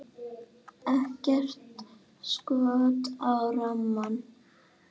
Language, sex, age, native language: Icelandic, female, 8, Icelandic